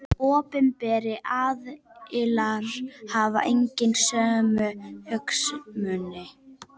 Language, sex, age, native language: Icelandic, female, 11, Icelandic